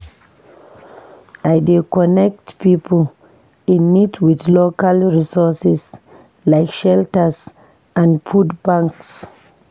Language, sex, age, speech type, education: Nigerian Pidgin, female, 15-29, read, tertiary